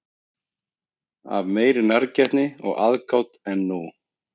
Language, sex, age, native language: Icelandic, male, 30-39, Icelandic